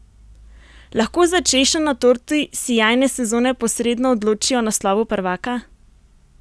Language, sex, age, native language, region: Slovenian, female, 18-29, Slovenian, Primorsko-notranjska region